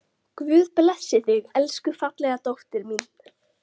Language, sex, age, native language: Icelandic, female, 13, Icelandic